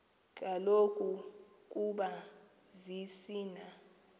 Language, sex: Xhosa, female